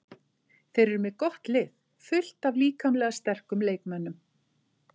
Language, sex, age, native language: Icelandic, female, 50-59, Icelandic